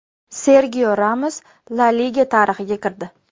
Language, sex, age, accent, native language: Uzbek, female, 19-29, Namangan, Uzbek